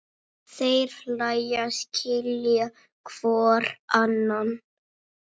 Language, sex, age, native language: Icelandic, female, 6, Icelandic